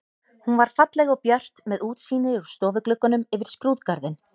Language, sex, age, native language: Icelandic, female, 30-39, Icelandic